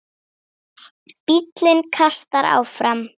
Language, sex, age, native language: Icelandic, female, 7, Icelandic